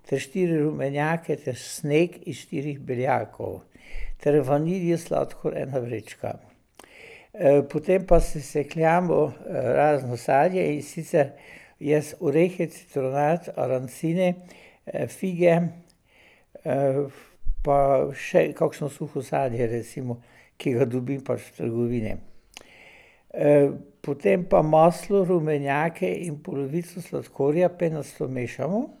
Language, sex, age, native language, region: Slovenian, male, 60+, Slovenian, Pomurje region